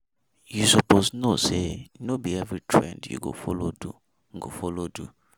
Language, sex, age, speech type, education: Nigerian Pidgin, male, 15-29, spontaneous, tertiary